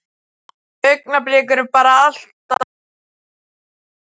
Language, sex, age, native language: Icelandic, male, 12, Icelandic